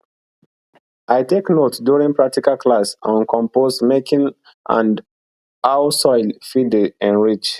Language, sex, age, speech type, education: Nigerian Pidgin, male, 15-29, spontaneous, tertiary